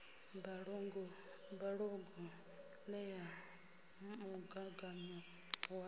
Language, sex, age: Venda, female, 33